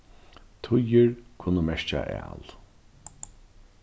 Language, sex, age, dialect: Faroese, male, 36-60, Norðurstreymoy/Eysturoy